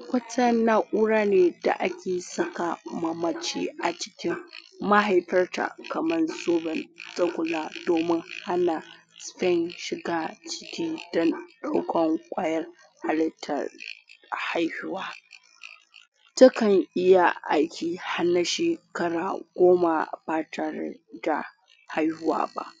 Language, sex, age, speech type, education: Hausa, female, 46-60, spontaneous, tertiary